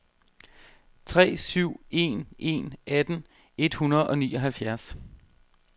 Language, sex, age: Danish, male, 32